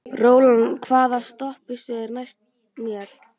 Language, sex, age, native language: Icelandic, female, 12, Icelandic